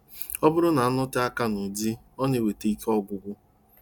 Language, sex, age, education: Igbo, male, 30-45, tertiary